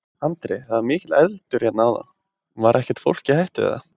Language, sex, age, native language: Icelandic, male, 20-29, Icelandic